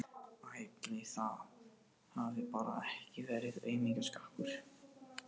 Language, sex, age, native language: Icelandic, male, 18-19, Portuguese